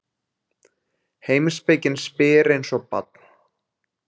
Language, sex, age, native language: Icelandic, male, 20-29, Icelandic